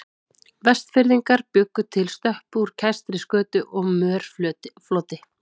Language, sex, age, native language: Icelandic, female, 30-39, Icelandic